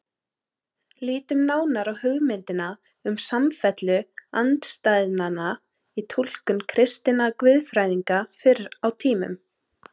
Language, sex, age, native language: Icelandic, female, 30-39, Icelandic